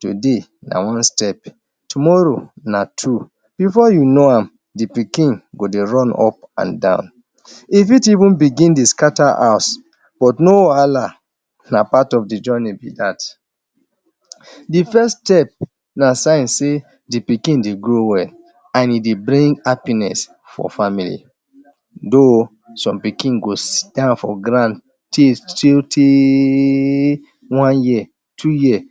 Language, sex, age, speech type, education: Nigerian Pidgin, male, 30-45, spontaneous, tertiary